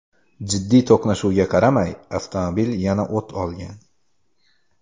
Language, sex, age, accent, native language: Uzbek, male, 18-24, Qoraqalpog'iston, Uzbek